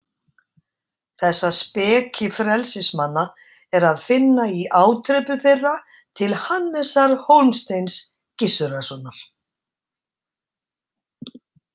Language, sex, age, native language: Icelandic, female, 60-69, Icelandic